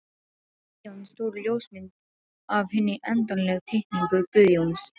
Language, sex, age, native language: Icelandic, female, 12, Icelandic